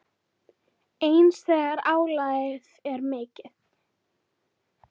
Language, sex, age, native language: Icelandic, female, 9, Icelandic